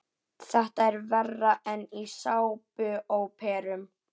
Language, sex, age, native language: Icelandic, female, 11, Icelandic